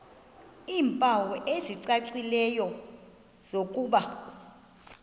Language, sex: Xhosa, female